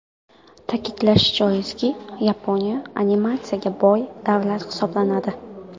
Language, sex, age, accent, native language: Uzbek, female, 19-29, Qoraqalpog'iston, Karakalpak